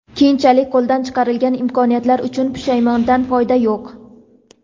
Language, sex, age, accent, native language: Uzbek, female, 18-24, Toshkent viloyati, Uzbek